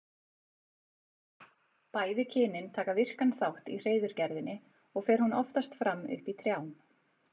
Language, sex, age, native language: Icelandic, female, 40-49, Icelandic